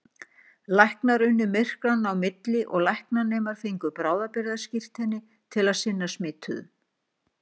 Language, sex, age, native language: Icelandic, female, 60-69, Icelandic